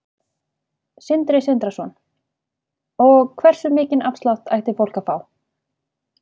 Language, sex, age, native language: Icelandic, female, 30-39, Icelandic